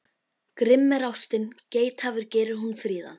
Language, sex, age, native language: Icelandic, female, 12, Icelandic